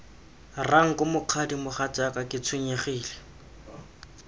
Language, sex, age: Tswana, male, 20